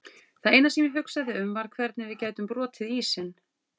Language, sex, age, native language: Icelandic, female, 40-49, Icelandic